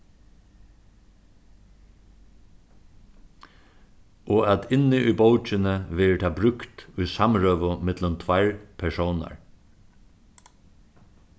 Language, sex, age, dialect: Faroese, male, 36-60, Suðurstreymoy